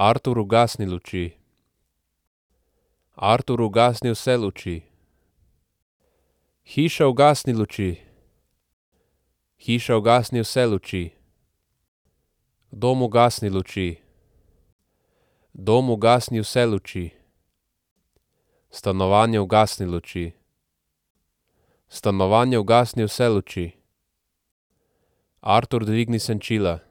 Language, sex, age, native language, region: Slovenian, male, 18-29, Slovenian, Central Slovenia